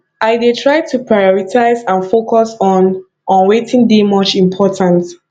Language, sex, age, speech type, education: Nigerian Pidgin, female, 15-29, spontaneous, tertiary